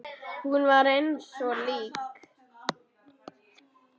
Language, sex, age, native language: Icelandic, female, 9, Icelandic